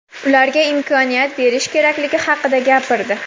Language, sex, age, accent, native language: Uzbek, female, 19-29, Farg'ona, Uzbek